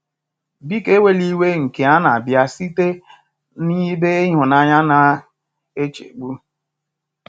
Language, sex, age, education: Igbo, male, 30-45, tertiary